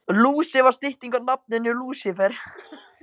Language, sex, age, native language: Icelandic, male, 14, Icelandic